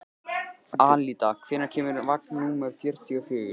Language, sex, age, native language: Icelandic, male, 14, Icelandic